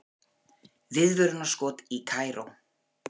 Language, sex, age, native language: Icelandic, female, 40-49, Icelandic